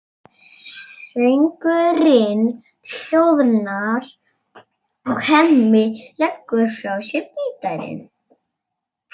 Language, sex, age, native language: Icelandic, male, 6, Icelandic